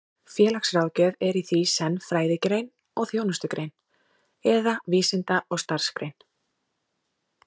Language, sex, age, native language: Icelandic, female, 30-39, Icelandic